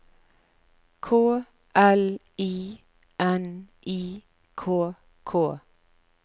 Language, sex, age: Norwegian, female, 41